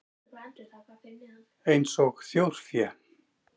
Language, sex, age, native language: Icelandic, male, 40-49, Icelandic